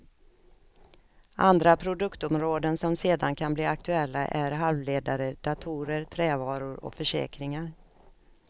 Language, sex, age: Swedish, female, 56